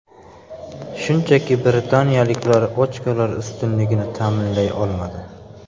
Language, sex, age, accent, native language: Uzbek, male, 18-24, Samarqand, Uzbek